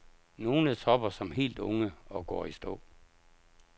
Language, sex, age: Danish, male, 57